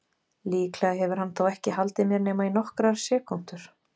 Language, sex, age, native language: Icelandic, female, 20-29, Icelandic